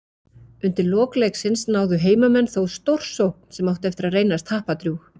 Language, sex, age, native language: Icelandic, female, 40-49, Icelandic